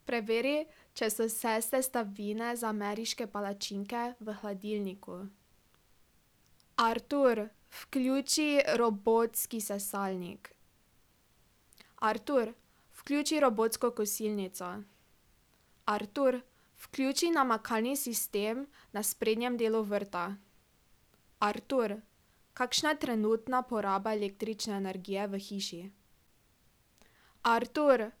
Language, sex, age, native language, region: Slovenian, female, 18-29, Slovenian, Drava region